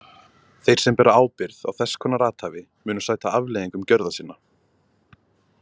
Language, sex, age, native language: Icelandic, male, 20-29, Icelandic